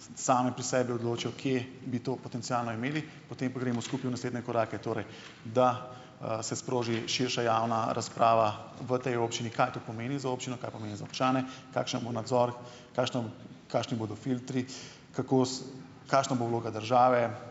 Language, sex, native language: Slovenian, male, Slovenian